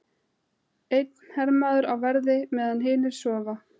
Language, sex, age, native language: Icelandic, female, 30-39, Icelandic